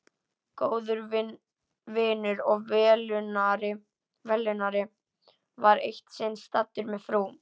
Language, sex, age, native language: Icelandic, female, 11, Icelandic